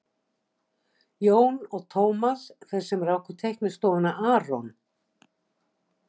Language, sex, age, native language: Icelandic, female, 60-69, Icelandic